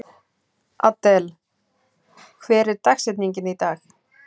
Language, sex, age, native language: Icelandic, female, 30-39, Icelandic